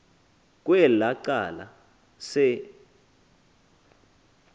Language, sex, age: Xhosa, male, 20